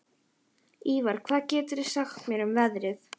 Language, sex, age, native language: Icelandic, female, 11, Icelandic